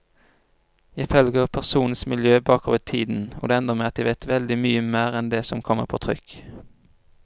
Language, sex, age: Norwegian, male, 25